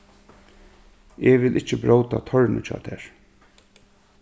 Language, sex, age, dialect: Faroese, male, 36-60, Suðurstreymoy